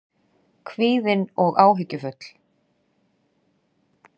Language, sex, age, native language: Icelandic, female, 40-49, Icelandic